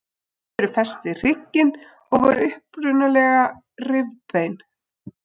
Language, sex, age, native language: Icelandic, female, 20-29, Icelandic